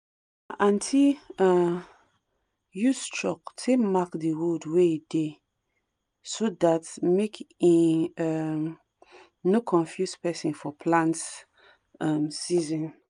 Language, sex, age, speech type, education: Nigerian Pidgin, female, 30-45, spontaneous, tertiary